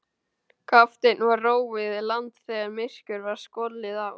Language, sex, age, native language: Icelandic, male, 12, Icelandic